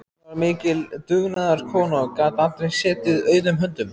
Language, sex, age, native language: Icelandic, male, 14, Icelandic